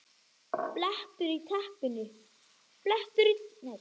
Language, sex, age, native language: Icelandic, male, 9, Icelandic